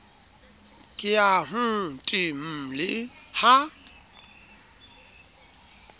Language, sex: Southern Sotho, male